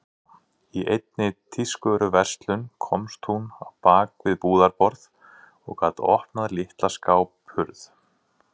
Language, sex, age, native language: Icelandic, male, 40-49, Icelandic